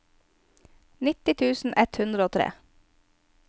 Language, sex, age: Norwegian, female, 22